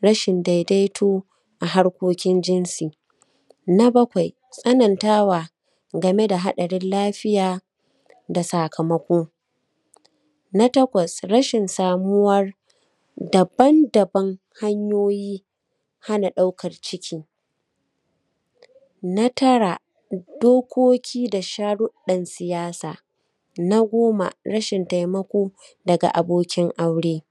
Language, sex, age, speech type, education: Hausa, female, 30-45, spontaneous, primary